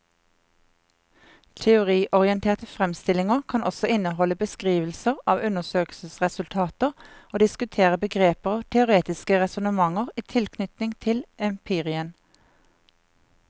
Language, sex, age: Norwegian, female, 50